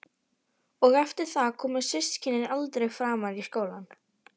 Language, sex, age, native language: Icelandic, female, 11, Icelandic